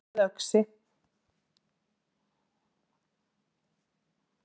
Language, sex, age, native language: Icelandic, female, 40-49, Icelandic